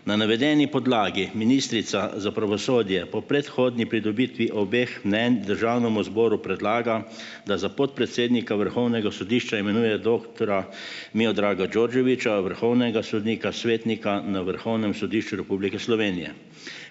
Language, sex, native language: Slovenian, male, Slovenian